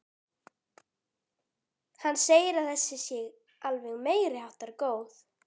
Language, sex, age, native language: Icelandic, female, 12, Icelandic